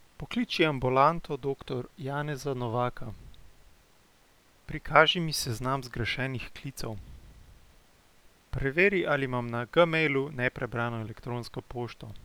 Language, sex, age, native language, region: Slovenian, male, 18-29, Slovenian, Central Slovenia